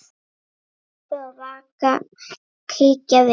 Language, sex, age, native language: Icelandic, female, 8, Icelandic